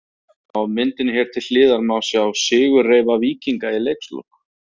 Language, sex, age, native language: Icelandic, male, 30-39, Icelandic